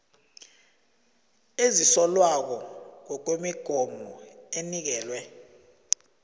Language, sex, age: South Ndebele, male, 20